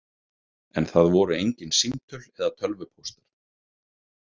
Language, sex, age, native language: Icelandic, male, 30-39, Icelandic